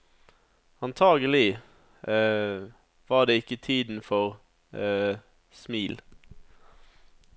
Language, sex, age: Norwegian, male, 27